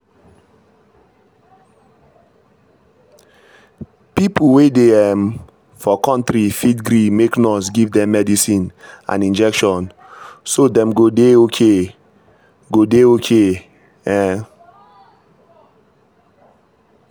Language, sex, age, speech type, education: Nigerian Pidgin, male, 30-45, spontaneous, tertiary